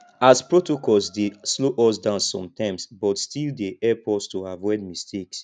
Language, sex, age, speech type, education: Nigerian Pidgin, male, 15-29, spontaneous, tertiary